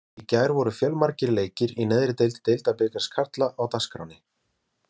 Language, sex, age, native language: Icelandic, male, 20-29, Icelandic